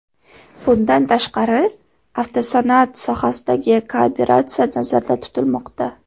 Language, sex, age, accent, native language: Uzbek, female, 18-24, Farg'ona, Uzbek